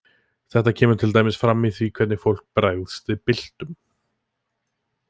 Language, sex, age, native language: Icelandic, male, 20-29, Icelandic